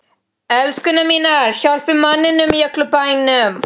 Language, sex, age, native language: Icelandic, female, 13, Spanish